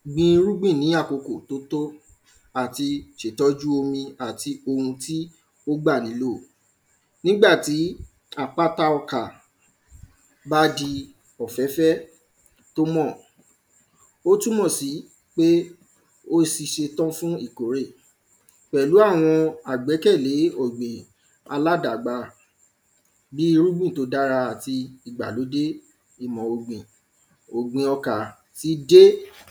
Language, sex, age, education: Yoruba, male, 15-29, primary